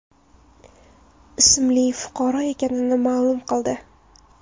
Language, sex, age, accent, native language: Uzbek, female, 19-29, Toshkent viloyati, Uzbek